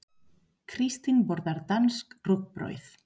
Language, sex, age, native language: Icelandic, female, 30-39, Spanish